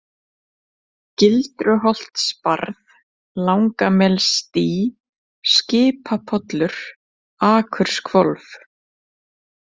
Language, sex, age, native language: Icelandic, female, 30-39, Icelandic